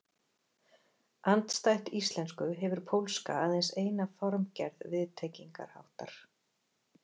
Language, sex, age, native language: Icelandic, female, 40-49, Icelandic